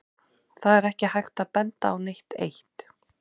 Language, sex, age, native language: Icelandic, female, 30-39, Icelandic